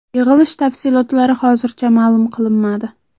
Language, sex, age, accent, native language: Uzbek, female, 18-24, Samarqand, Uzbek